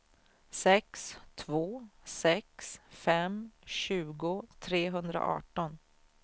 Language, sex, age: Swedish, female, 44